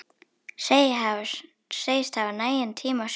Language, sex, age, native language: Icelandic, female, 10, Icelandic